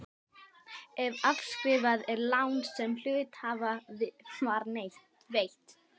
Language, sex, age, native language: Icelandic, female, 12, Icelandic